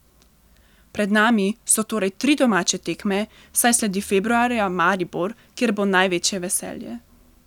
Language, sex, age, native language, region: Slovenian, female, 18-29, Slovenian, Central Slovenia